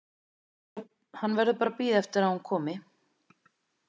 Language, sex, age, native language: Icelandic, female, 30-39, Icelandic